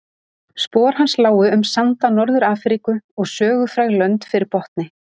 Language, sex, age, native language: Icelandic, female, 30-39, Icelandic